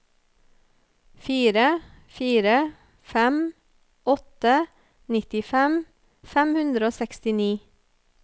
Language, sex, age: Norwegian, female, 30